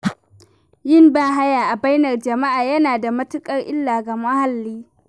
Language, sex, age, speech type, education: Hausa, female, 15-29, read, primary